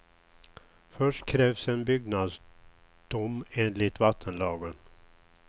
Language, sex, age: Swedish, male, 61